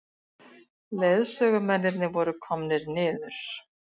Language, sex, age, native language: Icelandic, female, 60-69, Icelandic